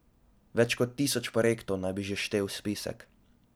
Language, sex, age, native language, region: Slovenian, male, 12-17, Slovenian, Drava region